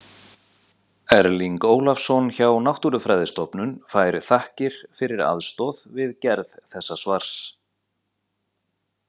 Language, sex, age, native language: Icelandic, male, 40-49, Icelandic